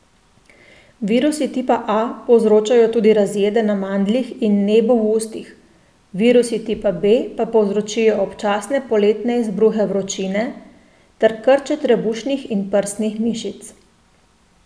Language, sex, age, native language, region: Slovenian, female, 30-49, Slovenian, Central Slovenia